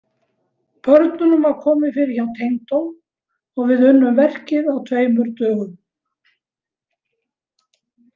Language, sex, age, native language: Icelandic, female, 70-79, Icelandic